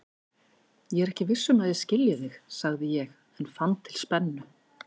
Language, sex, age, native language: Icelandic, female, 50-59, Icelandic